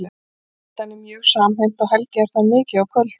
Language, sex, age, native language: Icelandic, female, 40-49, Icelandic